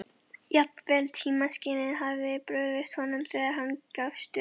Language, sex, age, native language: Icelandic, female, 11, Icelandic